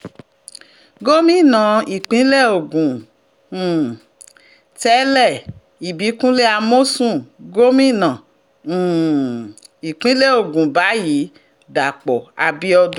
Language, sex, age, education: Yoruba, female, 46-60, tertiary